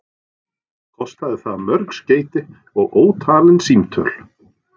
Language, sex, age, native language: Icelandic, male, 40-49, Norwegian